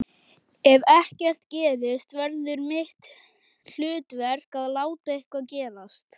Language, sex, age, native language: Icelandic, male, 11, Icelandic